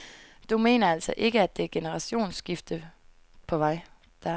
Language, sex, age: Danish, female, 22